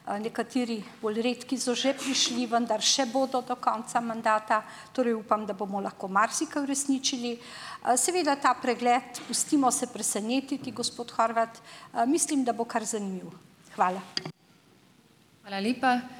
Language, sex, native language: Slovenian, female, Slovenian